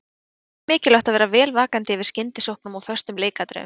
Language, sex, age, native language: Icelandic, female, 20-29, Icelandic